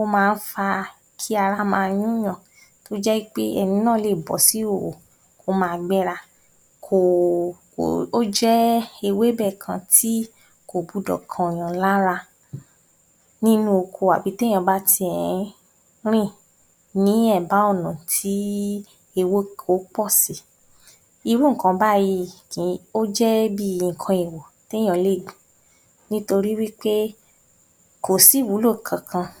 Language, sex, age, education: Yoruba, female, 46-60, tertiary